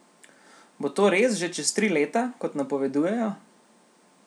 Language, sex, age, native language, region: Slovenian, male, 18-29, Slovenian, Central Slovenia